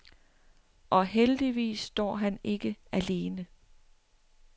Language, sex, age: Danish, female, 60